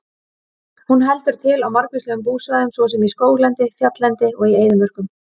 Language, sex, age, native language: Icelandic, female, 30-39, Icelandic